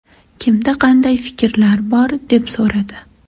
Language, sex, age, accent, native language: Uzbek, female, 25-34, Toshkent shahri, Uzbek